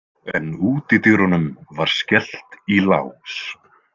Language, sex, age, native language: Icelandic, male, 20-29, Icelandic